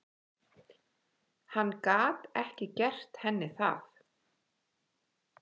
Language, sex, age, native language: Icelandic, female, 11, Icelandic